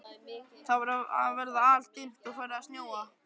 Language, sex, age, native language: Icelandic, male, 11, Icelandic